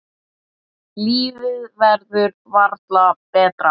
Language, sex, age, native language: Icelandic, male, 8, Icelandic